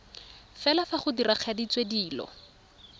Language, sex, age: Tswana, female, 23